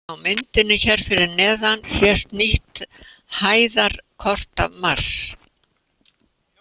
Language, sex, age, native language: Icelandic, female, 80-89, Icelandic